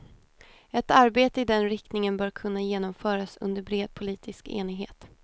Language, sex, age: Swedish, female, 28